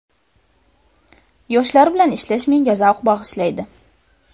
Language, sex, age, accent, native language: Uzbek, female, under 19, Buxoro, Uzbek